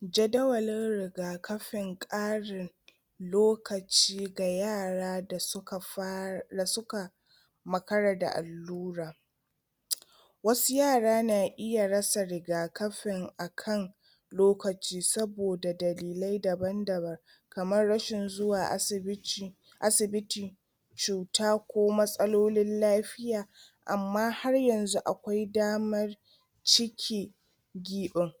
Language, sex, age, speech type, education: Hausa, female, 30-45, spontaneous, tertiary